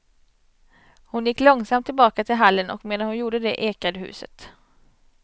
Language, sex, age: Swedish, female, 27